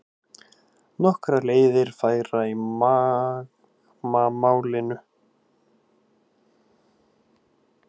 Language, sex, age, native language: Icelandic, male, 18-19, Icelandic